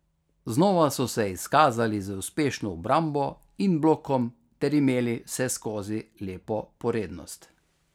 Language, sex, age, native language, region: Slovenian, male, 50-59, Slovenian, Carinthia region